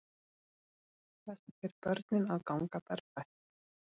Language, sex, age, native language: Icelandic, female, 40-49, Icelandic